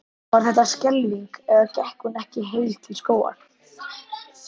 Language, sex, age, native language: Icelandic, male, 11, Icelandic